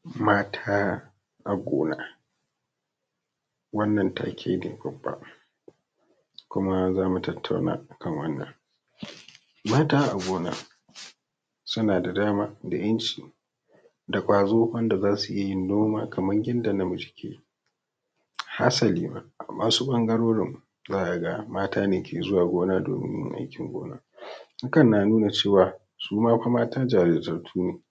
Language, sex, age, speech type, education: Hausa, male, 15-29, spontaneous, tertiary